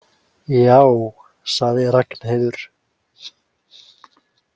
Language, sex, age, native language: Icelandic, male, 20-29, Icelandic